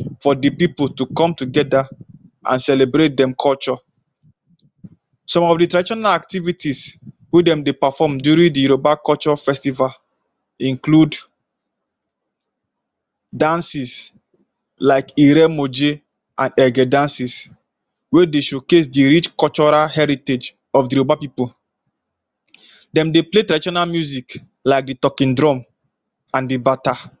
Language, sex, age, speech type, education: Nigerian Pidgin, male, 15-29, spontaneous, tertiary